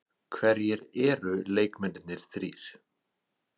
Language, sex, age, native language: Icelandic, male, 40-49, Icelandic